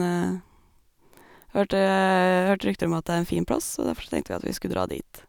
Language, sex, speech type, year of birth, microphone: Norwegian, female, spontaneous, 1985, Sennheiser